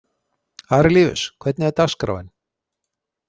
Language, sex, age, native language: Icelandic, male, 60-69, Icelandic